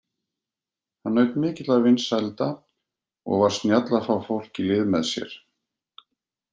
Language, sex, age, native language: Icelandic, male, 50-59, Icelandic